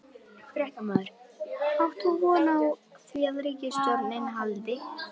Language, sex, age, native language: Icelandic, female, 11, Icelandic